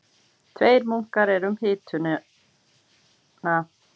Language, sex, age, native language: Icelandic, female, 40-49, Icelandic